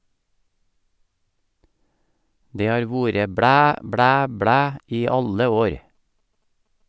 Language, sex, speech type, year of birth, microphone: Norwegian, male, read, 1956, Sennheiser